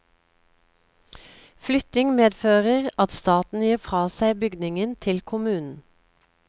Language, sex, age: Norwegian, female, 36